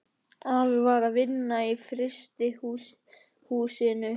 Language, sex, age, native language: Icelandic, male, 11, Icelandic